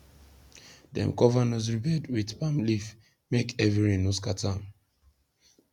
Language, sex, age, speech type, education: Nigerian Pidgin, male, 15-29, spontaneous, secondary